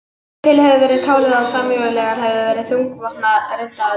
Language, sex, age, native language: Icelandic, female, 18-19, Icelandic